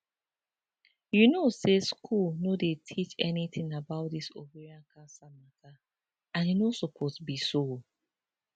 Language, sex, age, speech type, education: Nigerian Pidgin, female, 15-29, spontaneous, tertiary